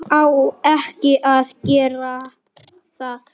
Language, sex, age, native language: Icelandic, male, 10, Icelandic